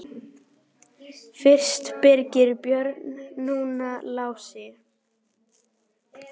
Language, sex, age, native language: Icelandic, male, 10, Icelandic